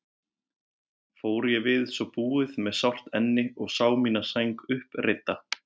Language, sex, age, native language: Icelandic, male, 20-29, Icelandic